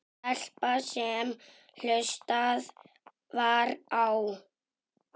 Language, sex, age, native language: Icelandic, male, 6, Icelandic